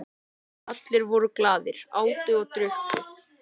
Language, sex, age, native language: Icelandic, male, 13, Icelandic